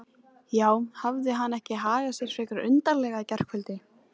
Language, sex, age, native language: Icelandic, female, 14, Icelandic